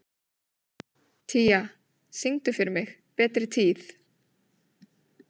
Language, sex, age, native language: Icelandic, female, 30-39, Icelandic